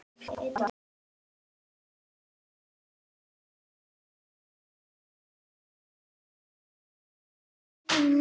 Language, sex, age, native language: Icelandic, female, 9, Icelandic